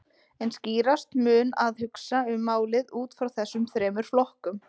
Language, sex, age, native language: Icelandic, female, 20-29, Icelandic